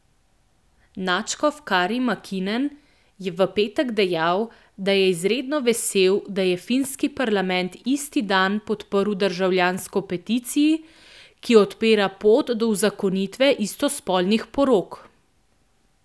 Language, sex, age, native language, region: Slovenian, female, 18-29, Slovenian, Central Slovenia